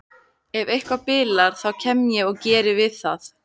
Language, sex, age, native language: Icelandic, female, 15, Icelandic